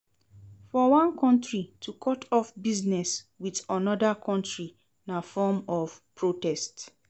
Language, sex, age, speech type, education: Nigerian Pidgin, female, 30-45, read, secondary